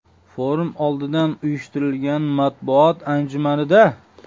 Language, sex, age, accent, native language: Uzbek, male, 25-34, Sirdaryo, Uzbek